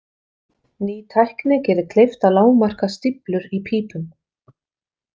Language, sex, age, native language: Icelandic, female, 40-49, Icelandic